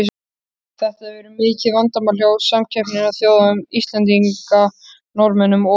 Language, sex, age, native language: Icelandic, male, 13, Icelandic